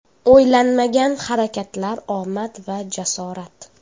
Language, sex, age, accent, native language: Uzbek, female, 18-24, Toshkent shahri, Uzbek